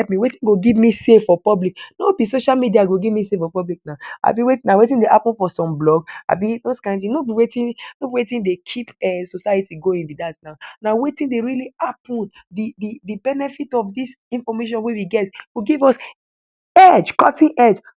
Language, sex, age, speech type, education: Nigerian Pidgin, male, 15-29, spontaneous, tertiary